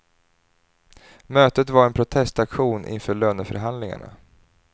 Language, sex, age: Swedish, male, 30